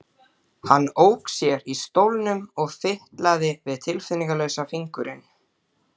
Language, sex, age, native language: Icelandic, male, 12, Icelandic